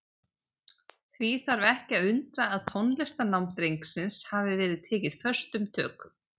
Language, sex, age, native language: Icelandic, female, 30-39, Icelandic